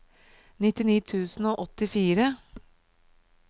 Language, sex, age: Norwegian, female, 37